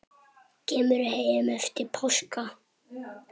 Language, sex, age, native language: Icelandic, male, 7, Icelandic